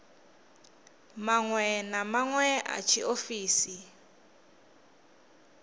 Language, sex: Venda, female